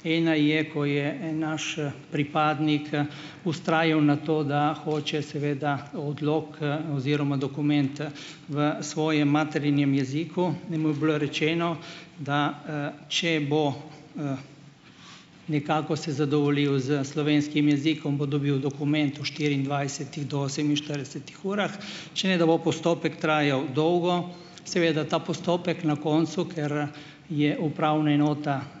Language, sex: Slovenian, male